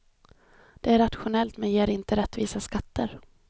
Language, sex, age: Swedish, female, 26